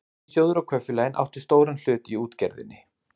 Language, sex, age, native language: Icelandic, male, 30-39, Icelandic